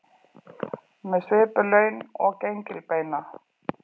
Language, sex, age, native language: Icelandic, female, 40-49, Icelandic